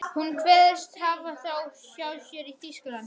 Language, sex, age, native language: Icelandic, other, 12, Icelandic